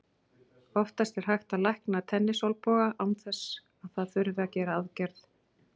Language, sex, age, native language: Icelandic, female, 40-49, Icelandic